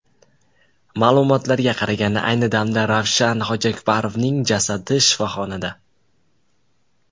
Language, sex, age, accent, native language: Uzbek, male, 19-29, Jizzax, Uzbek